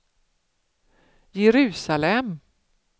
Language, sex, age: Swedish, female, 47